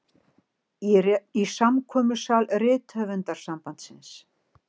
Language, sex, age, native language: Icelandic, female, 60-69, Icelandic